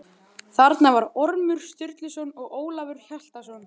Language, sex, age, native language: Icelandic, male, 11, Icelandic